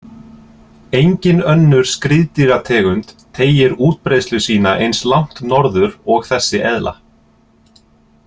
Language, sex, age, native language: Icelandic, male, 30-39, Icelandic